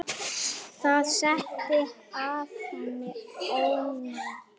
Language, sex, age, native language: Icelandic, male, 10, Icelandic